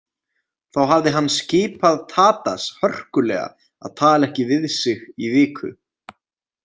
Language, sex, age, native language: Icelandic, male, 20-29, Icelandic